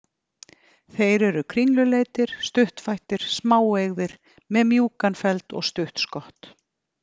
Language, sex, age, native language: Icelandic, female, 50-59, Icelandic